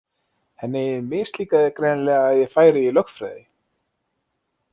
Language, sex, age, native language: Icelandic, male, 20-29, Icelandic